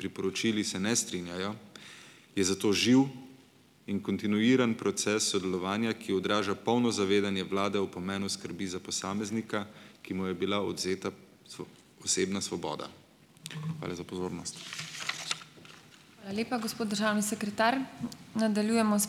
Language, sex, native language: Slovenian, male, Slovenian